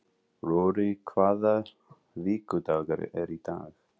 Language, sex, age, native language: Icelandic, female, 40-49, English